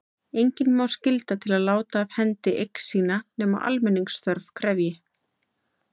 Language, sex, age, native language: Icelandic, female, 30-39, Icelandic